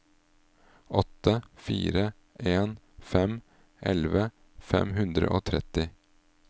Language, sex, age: Norwegian, male, 38